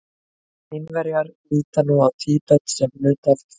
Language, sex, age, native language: Icelandic, female, 20-29, Icelandic